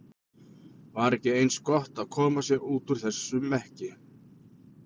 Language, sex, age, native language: Icelandic, male, 40-49, Icelandic